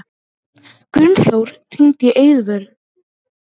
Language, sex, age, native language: Icelandic, female, 18-19, Icelandic